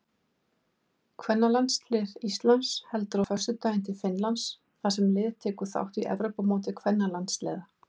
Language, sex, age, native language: Icelandic, female, 50-59, Icelandic